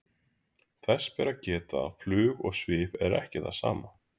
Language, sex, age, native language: Icelandic, male, 30-39, Icelandic